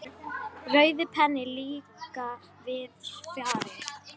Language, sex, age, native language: Icelandic, female, 9, Icelandic